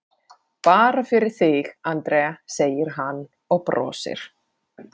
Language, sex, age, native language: Icelandic, female, 40-49, Finnish